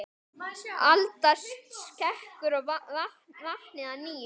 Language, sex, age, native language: Icelandic, male, 10, Icelandic